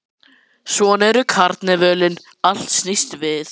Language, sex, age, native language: Icelandic, male, 11, Icelandic